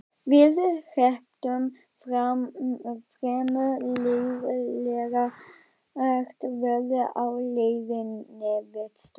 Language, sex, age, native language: Icelandic, female, 12, Icelandic